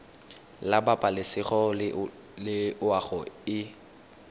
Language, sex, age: Tswana, male, 19